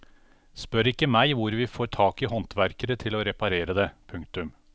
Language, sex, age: Norwegian, male, 49